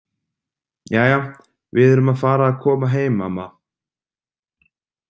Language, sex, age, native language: Icelandic, male, 30-39, Icelandic